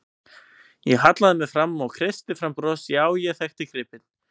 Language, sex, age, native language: Icelandic, male, 18-19, Icelandic